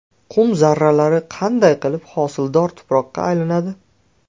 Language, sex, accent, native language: Uzbek, male, Andijon, Uzbek